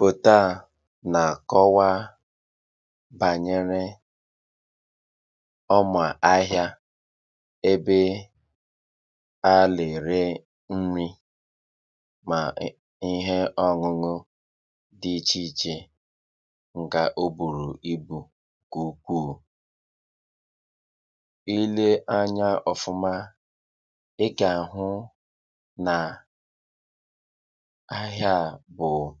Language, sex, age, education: Igbo, male, 30-45, tertiary